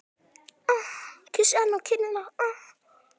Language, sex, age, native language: Icelandic, male, 18-19, Icelandic